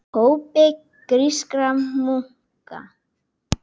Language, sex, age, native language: Icelandic, female, 8, Icelandic